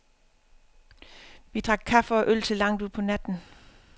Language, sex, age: Danish, female, 50